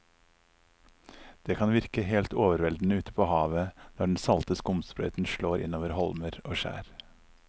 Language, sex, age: Norwegian, male, 39